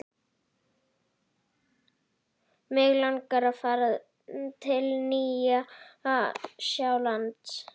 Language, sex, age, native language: Icelandic, female, 11, Icelandic